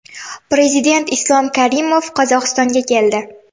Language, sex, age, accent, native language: Uzbek, female, 12-17, Xorazm, Uzbek